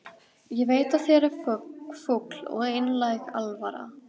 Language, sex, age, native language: Icelandic, female, 12, Icelandic